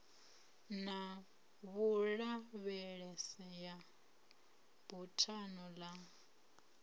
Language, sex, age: Venda, female, 30